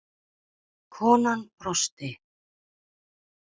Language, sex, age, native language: Icelandic, female, 30-39, Icelandic